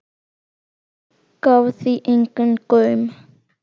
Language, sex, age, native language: Icelandic, male, 10, Icelandic